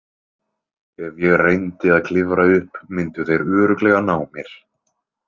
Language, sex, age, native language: Icelandic, male, 20-29, Icelandic